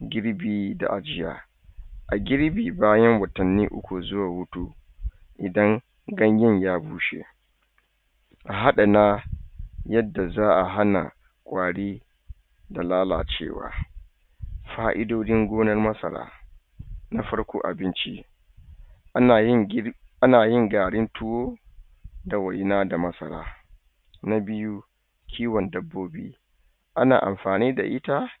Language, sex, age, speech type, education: Hausa, male, 30-45, spontaneous, tertiary